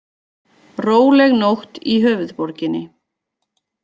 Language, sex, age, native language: Icelandic, female, 40-49, Icelandic